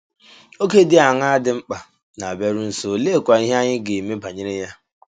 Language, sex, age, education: Igbo, male, 15-29, tertiary